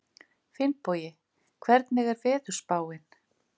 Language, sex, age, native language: Icelandic, female, 50-59, Icelandic